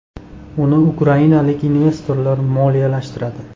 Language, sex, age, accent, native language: Uzbek, male, 18-24, Andijon, Uzbek